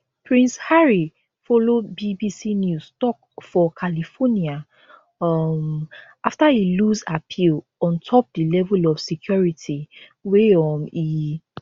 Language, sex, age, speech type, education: Nigerian Pidgin, female, 15-29, spontaneous, tertiary